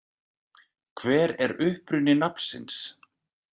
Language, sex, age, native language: Icelandic, male, 40-49, Icelandic